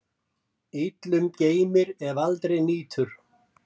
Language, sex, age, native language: Icelandic, male, 70-79, Icelandic